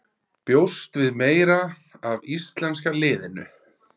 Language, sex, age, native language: Icelandic, male, 30-39, Icelandic